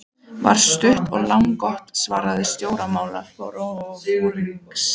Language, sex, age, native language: Icelandic, female, 14, Icelandic